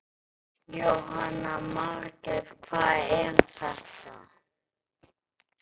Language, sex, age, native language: Icelandic, male, 10, Icelandic